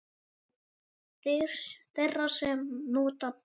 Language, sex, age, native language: Icelandic, male, 8, Icelandic